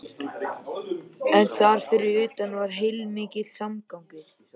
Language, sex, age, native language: Icelandic, male, 13, Icelandic